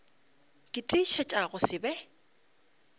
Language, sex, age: Northern Sotho, female, 35